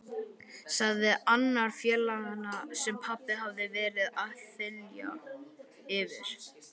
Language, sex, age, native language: Icelandic, male, 12, Icelandic